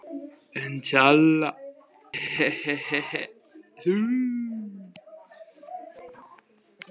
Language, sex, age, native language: Icelandic, female, 15, Icelandic